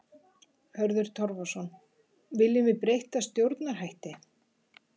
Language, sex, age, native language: Icelandic, female, 50-59, Icelandic